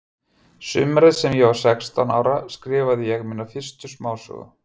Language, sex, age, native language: Icelandic, male, 50-59, Icelandic